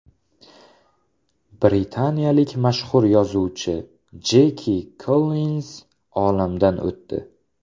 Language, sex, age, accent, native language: Uzbek, male, 18-24, Andijon, Uzbek